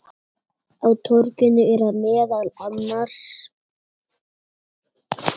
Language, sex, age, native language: Icelandic, male, 8, Icelandic